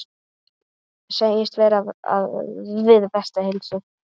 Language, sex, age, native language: Icelandic, male, 8, Icelandic